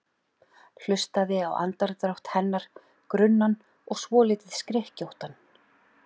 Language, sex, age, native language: Icelandic, male, 11, Icelandic